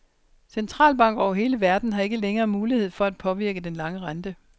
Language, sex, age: Danish, female, 60